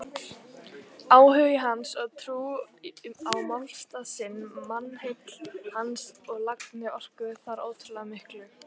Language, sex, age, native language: Icelandic, female, 18-19, Icelandic